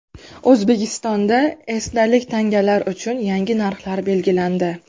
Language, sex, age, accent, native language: Uzbek, female, 19-29, Qashqadaryo, Uzbek